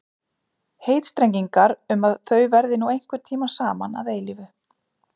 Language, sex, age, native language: Icelandic, female, 40-49, Icelandic